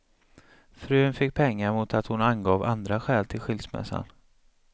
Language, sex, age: Swedish, male, 35